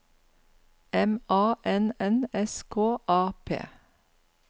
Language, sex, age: Norwegian, female, 49